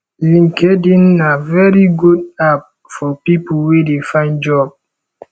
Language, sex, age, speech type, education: Nigerian Pidgin, male, 15-29, spontaneous, tertiary